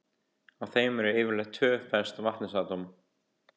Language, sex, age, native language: Icelandic, male, 18-19, Icelandic